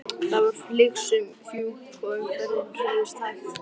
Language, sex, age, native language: Icelandic, male, 11, Icelandic